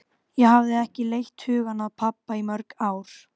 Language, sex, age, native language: Icelandic, female, 12, Icelandic